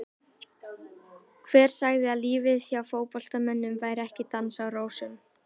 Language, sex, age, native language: Icelandic, female, 18-19, Icelandic